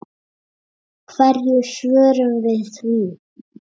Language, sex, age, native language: Icelandic, male, 7, Icelandic